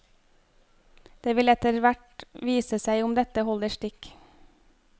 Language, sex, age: Norwegian, female, 25